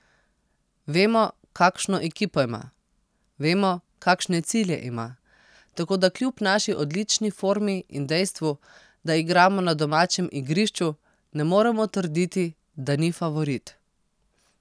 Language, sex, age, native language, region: Slovenian, female, 30-49, Slovenian, Posavska region